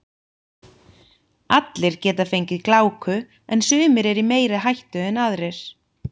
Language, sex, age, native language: Icelandic, female, 30-39, Icelandic